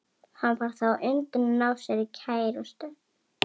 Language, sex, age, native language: Icelandic, female, 11, Icelandic